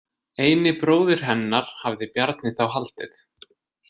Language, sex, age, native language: Icelandic, male, 20-29, Icelandic